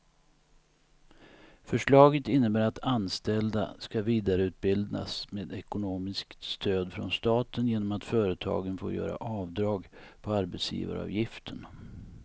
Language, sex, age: Swedish, male, 59